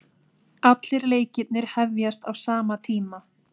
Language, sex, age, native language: Icelandic, female, 30-39, Icelandic